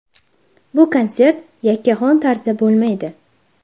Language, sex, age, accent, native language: Uzbek, female, under 19, Farg'ona, Uzbek